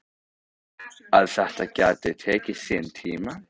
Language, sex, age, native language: Icelandic, male, 13, Icelandic